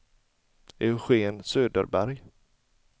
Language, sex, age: Swedish, male, 40